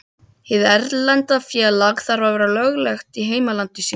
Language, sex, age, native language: Icelandic, other, 12, Icelandic